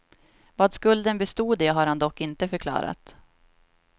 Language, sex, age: Swedish, female, 26